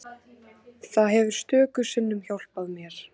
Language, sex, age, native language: Icelandic, female, 14, Icelandic